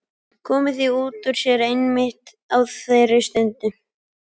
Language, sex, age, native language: Icelandic, male, 11, Icelandic